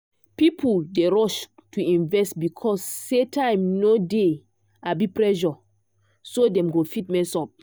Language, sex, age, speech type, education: Nigerian Pidgin, female, 15-29, spontaneous, tertiary